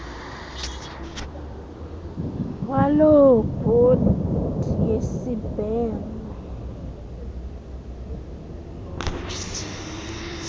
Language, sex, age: Xhosa, female, 20